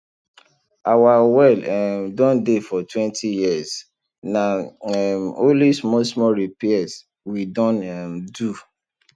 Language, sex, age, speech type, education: Nigerian Pidgin, male, 30-45, spontaneous, tertiary